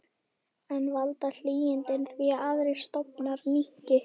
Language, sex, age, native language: Icelandic, female, 11, Icelandic